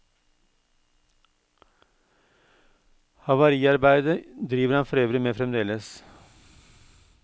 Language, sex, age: Norwegian, male, 52